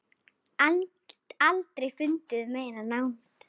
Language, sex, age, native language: Icelandic, female, 9, Icelandic